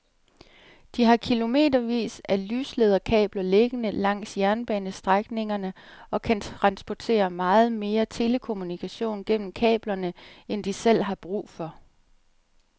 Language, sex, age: Danish, female, 37